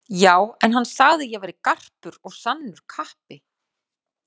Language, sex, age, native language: Icelandic, female, 40-49, Icelandic